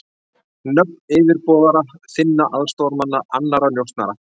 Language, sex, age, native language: Icelandic, male, 40-49, Icelandic